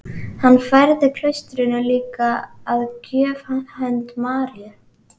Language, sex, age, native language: Icelandic, female, 11, Icelandic